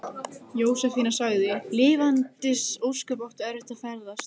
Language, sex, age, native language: Icelandic, female, 15, Icelandic